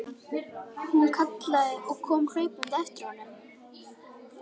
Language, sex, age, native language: Icelandic, male, 11, Icelandic